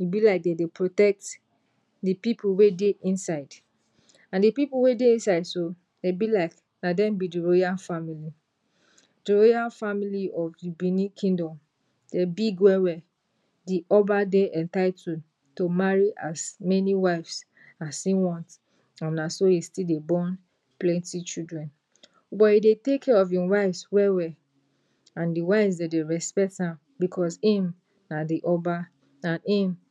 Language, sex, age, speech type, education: Nigerian Pidgin, female, 60+, spontaneous, tertiary